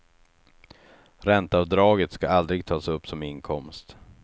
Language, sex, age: Swedish, male, 36